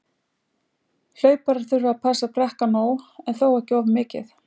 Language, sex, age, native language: Icelandic, female, 60-69, Icelandic